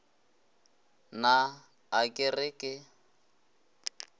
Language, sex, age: Northern Sotho, male, 20